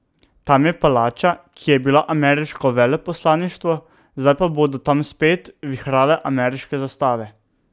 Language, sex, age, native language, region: Slovenian, male, 18-29, Slovenian, Drava region